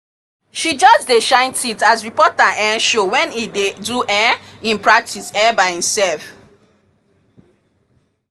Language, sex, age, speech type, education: Nigerian Pidgin, female, 30-45, spontaneous, tertiary